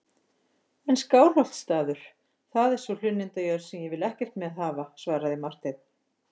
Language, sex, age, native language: Icelandic, female, 50-59, Icelandic